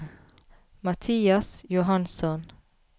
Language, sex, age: Norwegian, female, 33